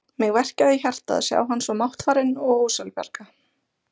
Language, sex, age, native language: Icelandic, female, 20-29, Icelandic